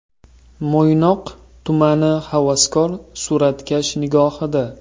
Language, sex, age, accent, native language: Uzbek, male, 25-34, Toshkent viloyati, Uzbek